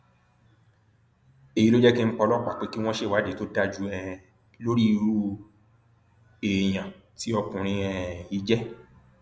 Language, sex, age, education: Yoruba, male, 30-45, tertiary